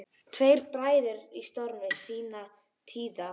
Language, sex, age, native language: Icelandic, female, 11, Icelandic